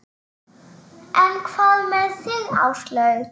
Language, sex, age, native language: Icelandic, male, 9, Icelandic